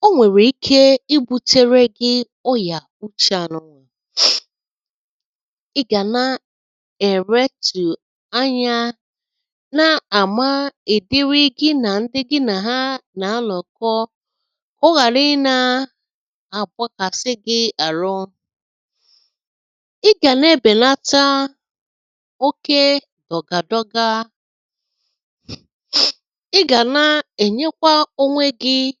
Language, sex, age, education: Igbo, female, 30-45, secondary